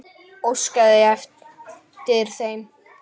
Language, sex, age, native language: Icelandic, male, 9, Icelandic